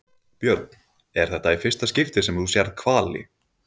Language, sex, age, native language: Icelandic, male, 20-29, Icelandic